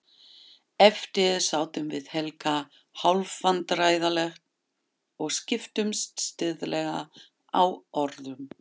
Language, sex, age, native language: Icelandic, female, 50-59, German